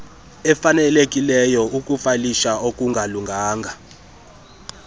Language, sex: Xhosa, male